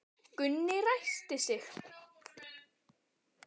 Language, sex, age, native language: Icelandic, male, 10, Icelandic